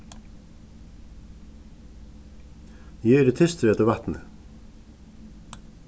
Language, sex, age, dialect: Faroese, male, 36-60, Suðuroy